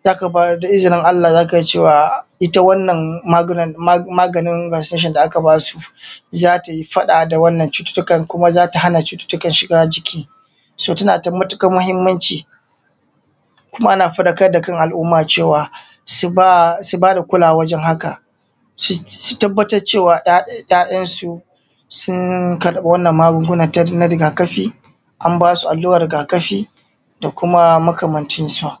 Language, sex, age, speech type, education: Hausa, male, 30-45, spontaneous, tertiary